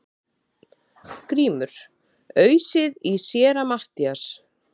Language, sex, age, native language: Icelandic, female, 30-39, Icelandic